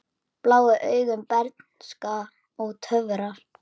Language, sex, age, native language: Icelandic, male, 10, Icelandic